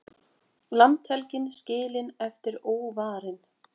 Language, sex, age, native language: Icelandic, female, 20-29, Icelandic